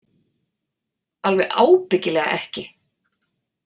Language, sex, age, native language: Icelandic, female, 40-49, Icelandic